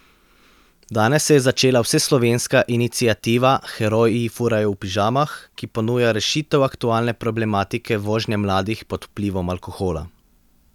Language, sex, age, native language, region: Slovenian, male, 30-49, Slovenian, Central Slovenia